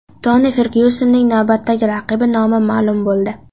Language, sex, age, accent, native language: Uzbek, female, under 19, Qashqadaryo, Uzbek